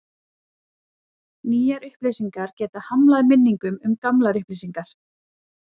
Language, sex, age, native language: Icelandic, female, 30-39, Icelandic